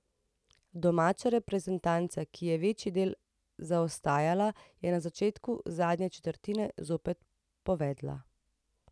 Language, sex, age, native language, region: Slovenian, female, 30-49, Slovenian, Central Slovenia